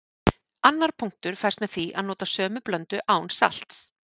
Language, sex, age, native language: Icelandic, female, 40-49, Icelandic